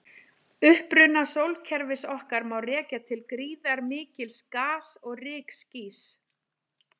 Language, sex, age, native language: Icelandic, female, 40-49, Icelandic